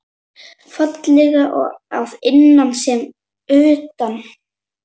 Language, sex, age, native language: Icelandic, male, 7, Icelandic